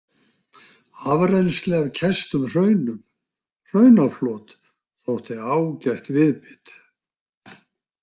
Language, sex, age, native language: Icelandic, male, 60-69, Icelandic